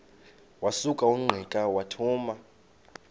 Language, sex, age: Xhosa, male, 33